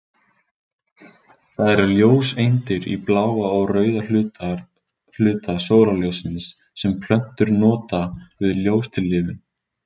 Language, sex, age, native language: Icelandic, male, 20-29, Icelandic